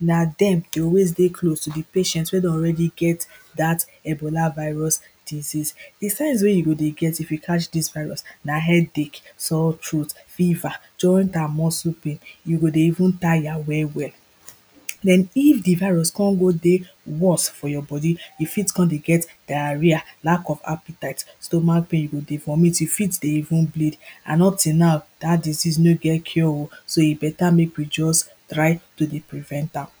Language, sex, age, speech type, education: Nigerian Pidgin, female, 15-29, spontaneous, primary